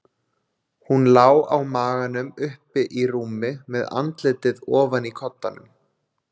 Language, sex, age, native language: Icelandic, male, 20-29, Icelandic